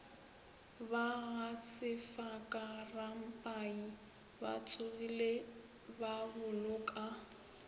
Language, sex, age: Northern Sotho, female, 21